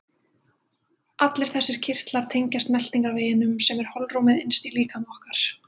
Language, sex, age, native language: Icelandic, female, 20-29, Icelandic